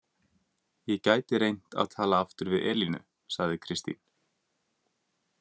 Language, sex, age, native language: Icelandic, male, 20-29, Icelandic